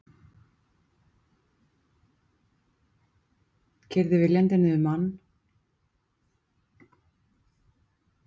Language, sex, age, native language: Icelandic, female, 40-49, Icelandic